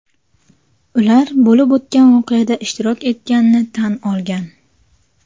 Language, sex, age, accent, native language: Uzbek, female, 19-29, Jizzax, Uzbek